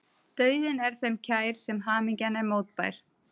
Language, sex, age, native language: Icelandic, female, 30-39, Icelandic